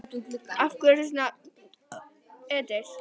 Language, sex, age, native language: Icelandic, female, 11, Icelandic